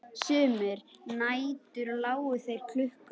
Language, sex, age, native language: Icelandic, female, 10, Icelandic